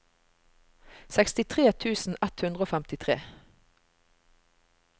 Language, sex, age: Norwegian, female, 45